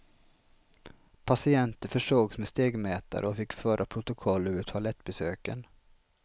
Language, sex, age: Swedish, male, 33